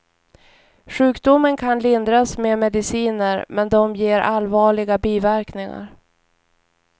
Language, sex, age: Swedish, female, 41